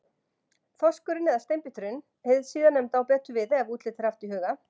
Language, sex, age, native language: Icelandic, female, 50-59, Icelandic